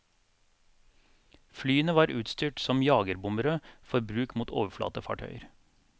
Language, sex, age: Norwegian, male, 42